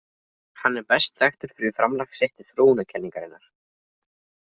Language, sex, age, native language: Icelandic, other, 20-29, Icelandic